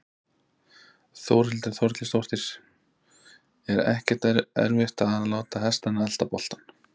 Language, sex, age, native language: Icelandic, male, 30-39, Icelandic